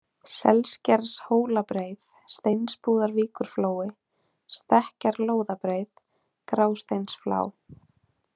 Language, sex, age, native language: Icelandic, female, 20-29, Icelandic